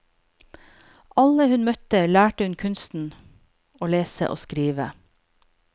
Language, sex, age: Norwegian, female, 48